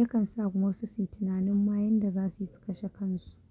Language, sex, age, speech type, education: Hausa, female, 46-60, spontaneous, tertiary